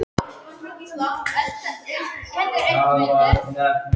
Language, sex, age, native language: Icelandic, male, 12, Icelandic